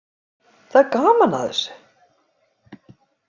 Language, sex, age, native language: Icelandic, female, 50-59, Icelandic